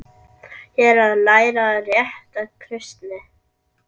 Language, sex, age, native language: Icelandic, male, 11, Icelandic